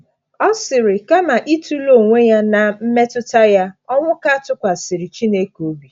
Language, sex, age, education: Igbo, female, 30-45, tertiary